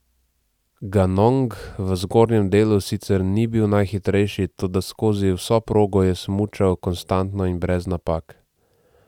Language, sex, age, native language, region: Slovenian, male, 18-29, Slovenian, Central Slovenia